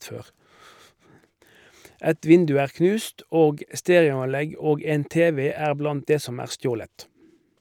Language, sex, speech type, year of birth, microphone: Norwegian, male, read, 1958, Shure